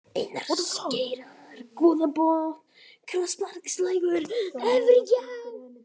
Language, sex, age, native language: Icelandic, male, 18-19, Icelandic